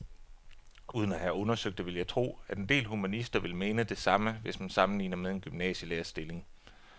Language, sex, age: Danish, male, 33